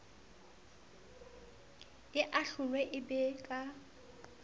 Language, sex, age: Southern Sotho, female, 35